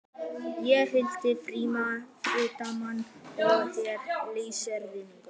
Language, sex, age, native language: Icelandic, male, 12, Icelandic